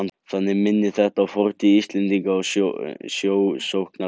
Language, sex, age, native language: Icelandic, male, 18-19, Icelandic